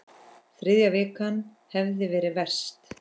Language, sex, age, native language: Icelandic, female, 10, Icelandic